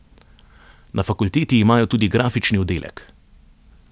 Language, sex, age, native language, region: Slovenian, male, 30-49, Slovenian, Savinja region